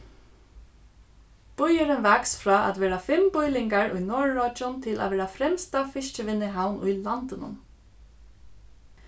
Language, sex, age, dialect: Faroese, female, 15-35, Suðurstreymoy